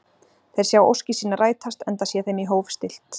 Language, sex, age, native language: Icelandic, female, 40-49, Icelandic